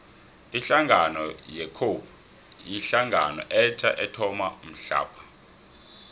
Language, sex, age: South Ndebele, male, 26